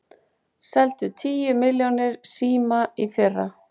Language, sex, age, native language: Icelandic, female, 40-49, Icelandic